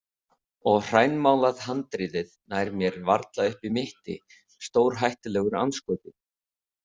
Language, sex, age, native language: Icelandic, male, 30-39, Icelandic